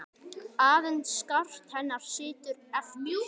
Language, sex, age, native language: Icelandic, male, 10, Icelandic